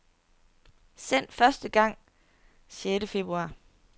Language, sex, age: Danish, female, 30